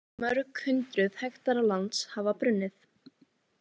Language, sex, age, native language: Icelandic, female, 18-19, Icelandic